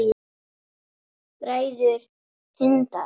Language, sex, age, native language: Icelandic, male, 8, Icelandic